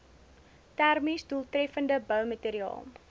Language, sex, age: Afrikaans, female, 20